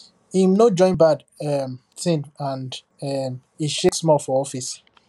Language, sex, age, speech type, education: Nigerian Pidgin, male, 15-29, spontaneous, tertiary